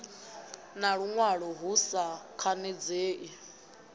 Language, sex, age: Venda, female, 22